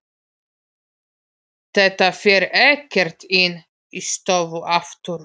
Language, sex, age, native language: Icelandic, female, 40-49, Polish